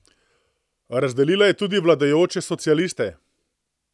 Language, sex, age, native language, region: Slovenian, male, 30-49, Slovenian, Central Slovenia